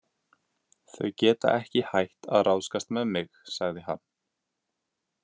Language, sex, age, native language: Icelandic, male, 20-29, Icelandic